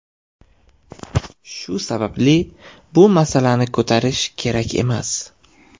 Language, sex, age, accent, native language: Uzbek, male, 18-24, Toshkent shahri, Uzbek